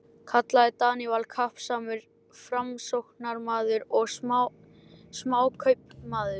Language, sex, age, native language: Icelandic, male, 11, Icelandic